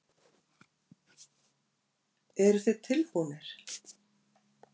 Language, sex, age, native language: Icelandic, female, 50-59, Icelandic